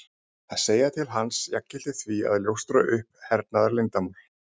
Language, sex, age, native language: Icelandic, male, 30-39, Icelandic